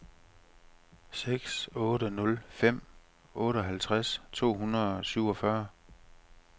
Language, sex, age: Danish, male, 45